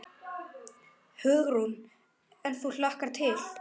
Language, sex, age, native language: Icelandic, male, 9, Icelandic